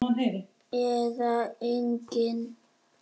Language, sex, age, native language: Icelandic, male, 6, Icelandic